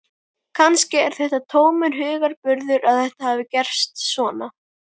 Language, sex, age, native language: Icelandic, male, 12, Icelandic